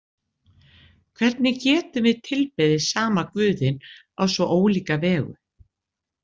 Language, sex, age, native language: Icelandic, female, 60-69, Icelandic